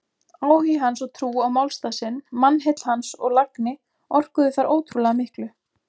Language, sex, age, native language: Icelandic, female, 20-29, Icelandic